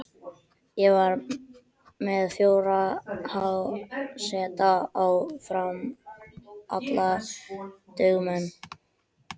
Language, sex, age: Icelandic, male, 12